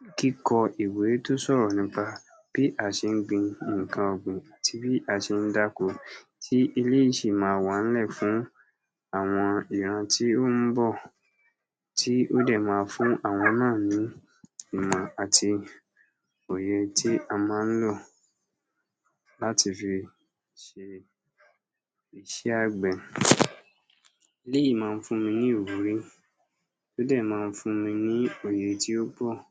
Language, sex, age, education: Yoruba, male, 46-60, tertiary